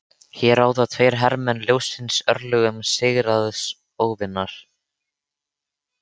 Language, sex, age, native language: Icelandic, male, 13, Icelandic